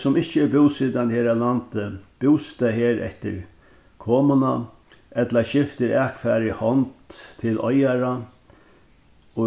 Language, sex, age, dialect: Faroese, male, 61+, Norðurstreymoy/Eysturoy